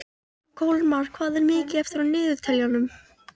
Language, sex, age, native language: Icelandic, female, 13, Icelandic